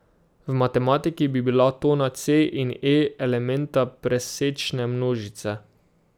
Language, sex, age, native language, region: Slovenian, male, 18-29, Slovenian, Drava region